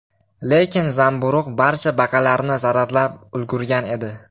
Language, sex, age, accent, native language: Uzbek, male, 18-24, Farg'ona, Uzbek